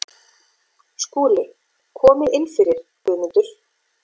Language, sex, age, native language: Icelandic, female, 40-49, Icelandic